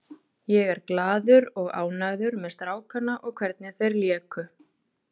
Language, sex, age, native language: Icelandic, female, 30-39, Icelandic